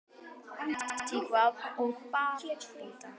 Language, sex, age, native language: Icelandic, female, 10, Icelandic